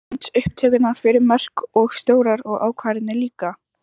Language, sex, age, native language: Icelandic, female, 14, Icelandic